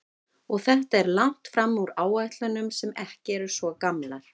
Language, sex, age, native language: Icelandic, female, 50-59, Icelandic